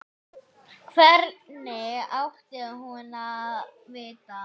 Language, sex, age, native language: Icelandic, female, 9, Icelandic